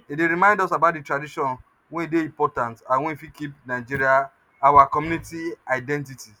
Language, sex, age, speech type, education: Nigerian Pidgin, male, 30-45, spontaneous, tertiary